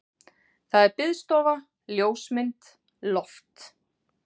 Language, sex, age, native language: Icelandic, female, 40-49, Icelandic